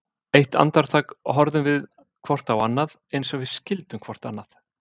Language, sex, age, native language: Icelandic, male, 50-59, Icelandic